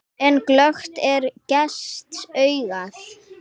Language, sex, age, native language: Icelandic, female, 10, Icelandic